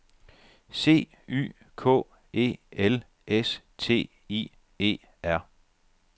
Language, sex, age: Danish, male, 37